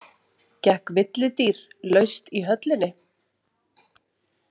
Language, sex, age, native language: Icelandic, female, 30-39, Icelandic